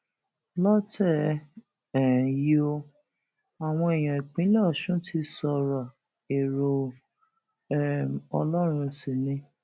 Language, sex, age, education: Yoruba, female, 46-60, tertiary